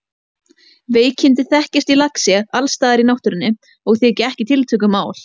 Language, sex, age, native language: Icelandic, female, 18-19, Icelandic